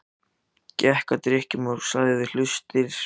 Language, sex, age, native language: Icelandic, male, 14, Icelandic